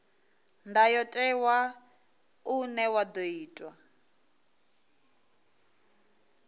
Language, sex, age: Venda, female, 22